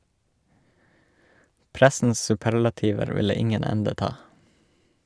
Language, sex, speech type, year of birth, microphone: Norwegian, male, read, 1986, Shure